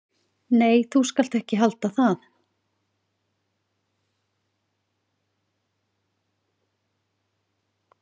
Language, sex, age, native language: Icelandic, female, 40-49, Icelandic